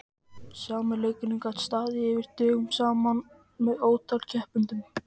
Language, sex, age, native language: Icelandic, male, 14, Icelandic